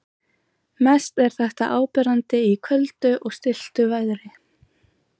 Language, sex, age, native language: Icelandic, female, 20-29, Icelandic